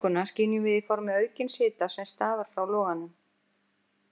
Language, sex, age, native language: Icelandic, female, 50-59, Icelandic